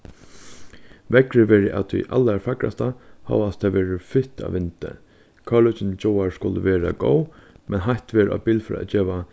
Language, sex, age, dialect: Faroese, male, 15-35, Suðurstreymoy